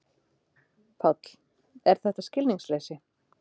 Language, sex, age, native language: Icelandic, female, 30-39, Icelandic